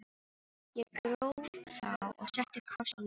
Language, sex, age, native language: Icelandic, female, 18-19, Filipino